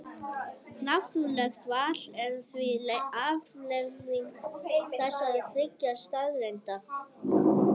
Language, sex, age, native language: Icelandic, male, 18-19, Icelandic